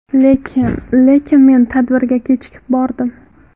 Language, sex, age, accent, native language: Uzbek, female, 19-29, Farg'ona, Uzbek